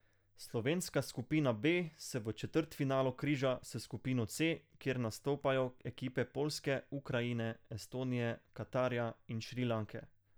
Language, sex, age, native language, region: Slovenian, male, 18-29, Slovenian, Carinthia region